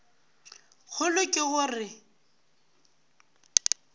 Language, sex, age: Northern Sotho, female, 18